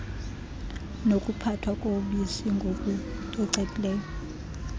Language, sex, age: Xhosa, female, 32